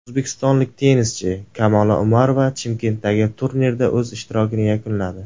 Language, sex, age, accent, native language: Uzbek, male, 19-29, Surxondaryo, Uzbek